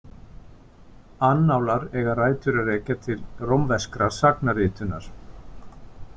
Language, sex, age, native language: Icelandic, male, 50-59, Icelandic